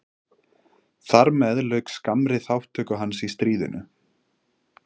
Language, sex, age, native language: Icelandic, male, 20-29, Icelandic